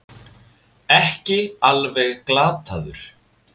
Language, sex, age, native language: Icelandic, male, 20-29, Icelandic